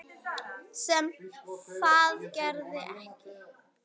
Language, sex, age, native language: Icelandic, female, 9, Icelandic